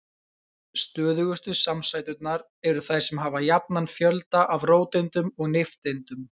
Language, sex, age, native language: Icelandic, male, 20-29, Icelandic